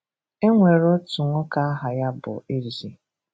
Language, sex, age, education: Igbo, female, 15-29, tertiary